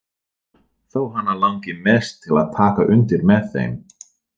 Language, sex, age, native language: Icelandic, male, 40-49, Dutch